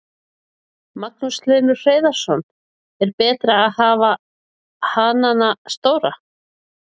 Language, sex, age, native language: Icelandic, female, 40-49, Icelandic